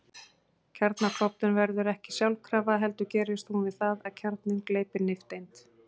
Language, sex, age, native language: Icelandic, female, 40-49, Icelandic